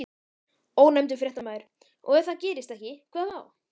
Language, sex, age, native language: Icelandic, male, 13, Icelandic